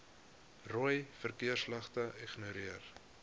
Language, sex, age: Afrikaans, male, 21